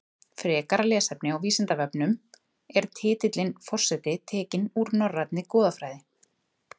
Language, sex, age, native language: Icelandic, female, 30-39, Icelandic